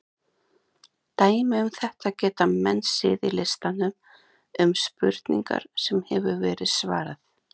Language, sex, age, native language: Icelandic, other, 30-39, Icelandic